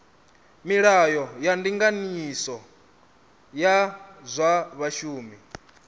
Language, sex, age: Venda, male, 27